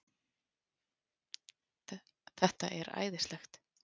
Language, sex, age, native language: Icelandic, female, 40-49, Icelandic